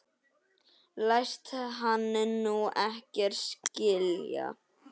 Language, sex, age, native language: Icelandic, male, 10, Icelandic